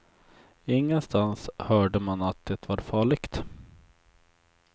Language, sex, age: Swedish, male, 24